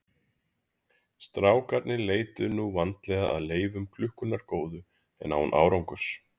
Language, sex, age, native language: Icelandic, male, 30-39, Icelandic